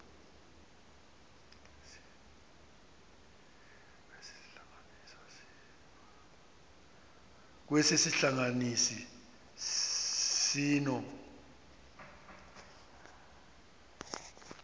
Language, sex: Xhosa, male